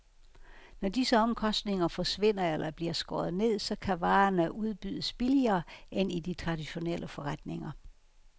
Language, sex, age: Danish, female, 69